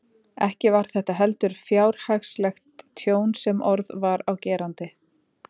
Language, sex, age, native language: Icelandic, female, 30-39, Icelandic